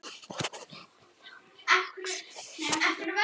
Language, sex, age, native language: Icelandic, female, 9, Icelandic